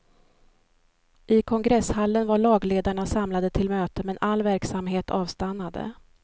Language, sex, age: Swedish, female, 53